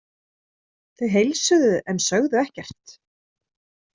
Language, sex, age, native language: Icelandic, female, 30-39, Icelandic